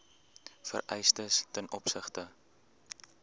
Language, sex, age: Afrikaans, male, 18